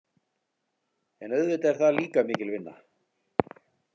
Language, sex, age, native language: Icelandic, male, 40-49, Icelandic